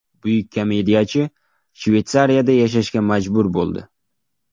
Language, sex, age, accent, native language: Uzbek, male, 19-29, Jizzax, Uzbek